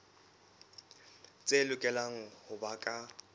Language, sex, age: Southern Sotho, male, 23